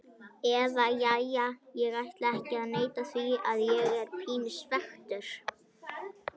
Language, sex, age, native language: Icelandic, female, 21, Icelandic